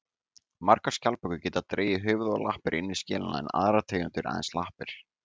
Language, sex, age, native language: Icelandic, male, 18-19, Icelandic